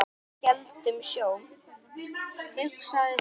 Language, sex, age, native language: Icelandic, female, 10, Icelandic